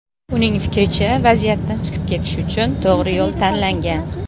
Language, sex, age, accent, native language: Uzbek, female, 40-49, Xorazm, Uzbek